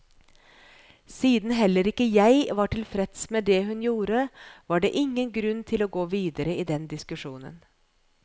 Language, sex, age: Norwegian, female, 41